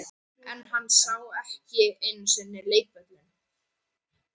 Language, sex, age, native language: Icelandic, male, 13, Icelandic